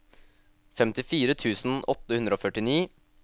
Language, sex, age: Norwegian, male, 18